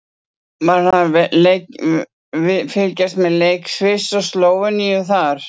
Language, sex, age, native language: Icelandic, female, 60-69, Icelandic